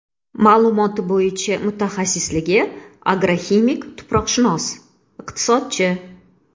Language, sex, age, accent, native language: Uzbek, female, 35+, Toshkent shahri, Uzbek